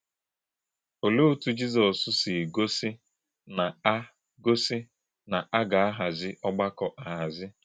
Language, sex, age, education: Igbo, male, 15-29, tertiary